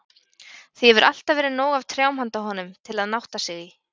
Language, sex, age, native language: Icelandic, female, 20-29, Icelandic